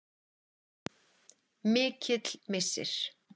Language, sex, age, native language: Icelandic, female, 50-59, Icelandic